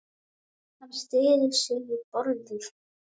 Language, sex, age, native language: Icelandic, male, 9, Icelandic